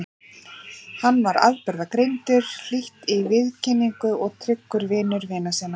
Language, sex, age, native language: Icelandic, female, 40-49, Icelandic